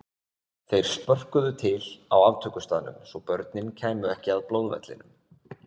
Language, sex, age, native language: Icelandic, male, 20-29, Icelandic